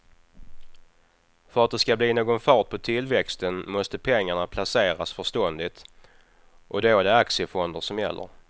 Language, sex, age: Swedish, male, 28